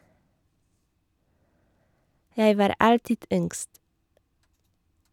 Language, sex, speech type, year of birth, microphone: Norwegian, female, read, 1987, Shure